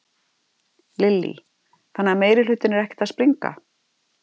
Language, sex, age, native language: Icelandic, female, 50-59, Icelandic